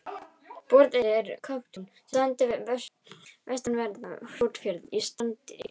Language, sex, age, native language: Icelandic, female, 18-19, Icelandic